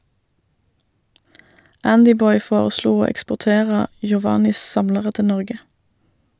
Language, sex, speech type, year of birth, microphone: Norwegian, female, read, 1987, Shure